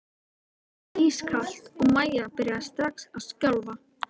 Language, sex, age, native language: Icelandic, female, 13, Icelandic